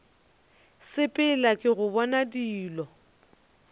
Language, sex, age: Northern Sotho, female, 29